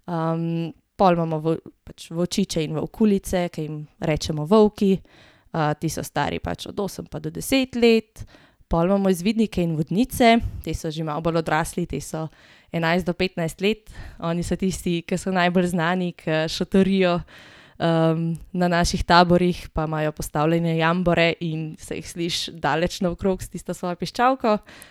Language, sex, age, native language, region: Slovenian, female, 18-29, Slovenian, Gorenjska region